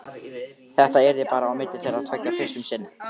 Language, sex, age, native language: Icelandic, male, 13, Icelandic